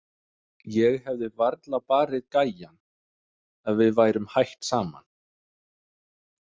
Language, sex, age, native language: Icelandic, male, 30-39, Danish